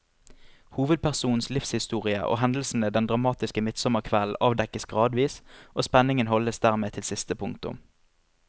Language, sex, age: Norwegian, male, 25